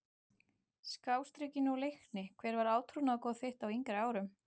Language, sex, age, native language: Icelandic, male, 12, Icelandic